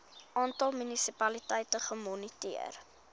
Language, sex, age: Afrikaans, female, 21